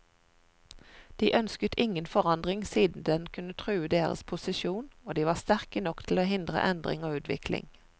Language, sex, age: Norwegian, female, 41